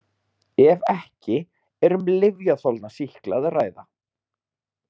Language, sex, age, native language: Icelandic, male, 30-39, Icelandic